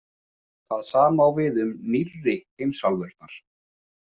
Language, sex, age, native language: Icelandic, male, 20-29, Icelandic